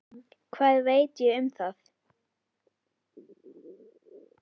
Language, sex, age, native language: Icelandic, female, 10, Icelandic